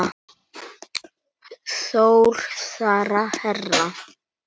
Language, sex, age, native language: Icelandic, male, 9, Icelandic